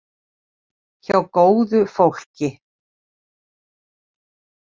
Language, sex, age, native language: Icelandic, female, 50-59, Icelandic